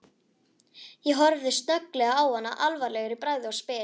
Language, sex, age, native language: Icelandic, female, 11, Icelandic